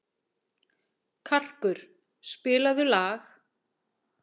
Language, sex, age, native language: Icelandic, female, 40-49, Icelandic